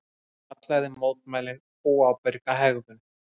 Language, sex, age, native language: Icelandic, male, 30-39, Icelandic